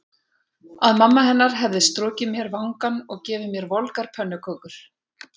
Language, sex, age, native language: Icelandic, female, 40-49, Icelandic